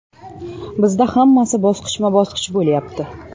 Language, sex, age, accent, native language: Uzbek, female, 18-24, Toshkent shahri, Uzbek